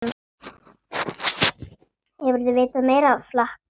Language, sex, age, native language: Icelandic, female, 8, Icelandic